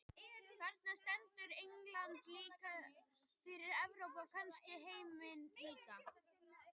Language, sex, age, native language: Icelandic, male, 18-19, Icelandic